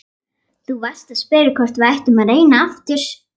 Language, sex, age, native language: Icelandic, female, 11, Icelandic